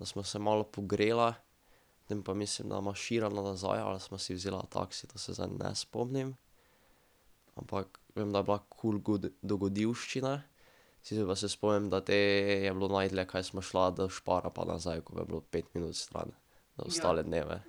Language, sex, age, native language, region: Slovenian, male, 12-17, Slovenian, Drava region